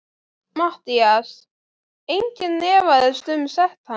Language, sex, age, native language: Icelandic, female, 12, Icelandic